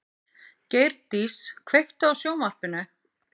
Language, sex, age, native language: Icelandic, female, 50-59, Icelandic